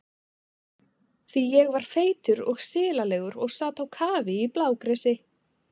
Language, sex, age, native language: Icelandic, female, 20-29, Icelandic